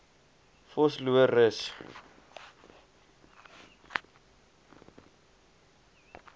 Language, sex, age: Afrikaans, male, 21